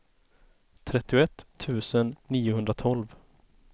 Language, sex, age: Swedish, male, 30